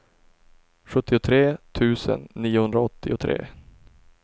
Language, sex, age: Swedish, male, 24